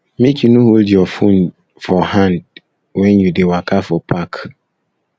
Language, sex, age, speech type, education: Nigerian Pidgin, male, 15-29, spontaneous, tertiary